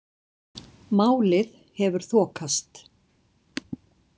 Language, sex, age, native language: Icelandic, female, 60-69, Icelandic